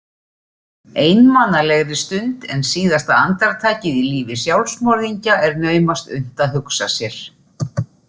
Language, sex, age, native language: Icelandic, female, 40-49, Icelandic